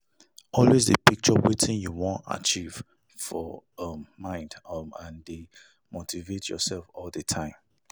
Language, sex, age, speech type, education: Nigerian Pidgin, male, 30-45, spontaneous, tertiary